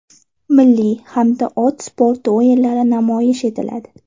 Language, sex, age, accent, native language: Uzbek, female, 18-24, Toshkent shahri, Uzbek